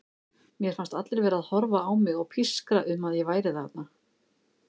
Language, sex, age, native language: Icelandic, female, 50-59, Icelandic